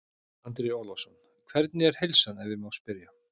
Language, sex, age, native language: Icelandic, male, 50-59, Icelandic